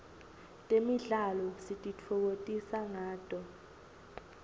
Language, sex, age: Swati, female, 20